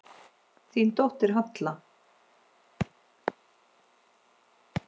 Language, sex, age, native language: Icelandic, female, 10, Icelandic